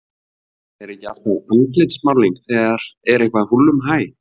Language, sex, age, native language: Icelandic, male, 50-59, Icelandic